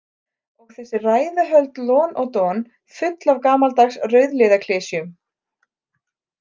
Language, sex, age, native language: Icelandic, female, 30-39, Icelandic